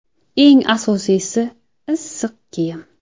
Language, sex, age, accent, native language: Uzbek, female, 19-29, Jizzax, Uzbek